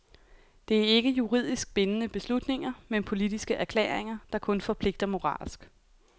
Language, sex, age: Danish, female, 28